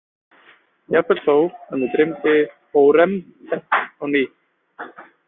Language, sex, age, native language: Icelandic, male, 20-29, Icelandic